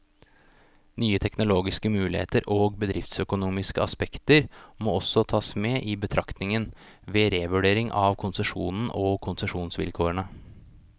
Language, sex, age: Norwegian, male, 29